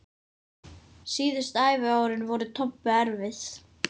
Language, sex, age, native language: Icelandic, female, 10, Icelandic